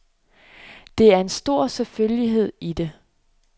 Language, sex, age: Danish, female, 26